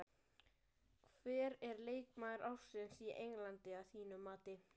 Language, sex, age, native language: Icelandic, male, 12, Icelandic